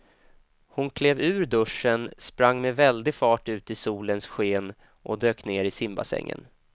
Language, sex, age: Swedish, male, 25